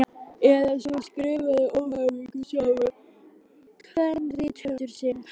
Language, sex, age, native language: Icelandic, female, 12, Icelandic